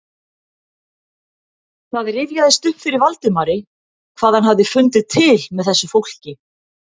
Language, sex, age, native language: Icelandic, female, 50-59, Icelandic